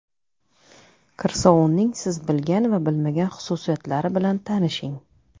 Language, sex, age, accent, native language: Uzbek, female, 30-39, Toshkent shahri, Uzbek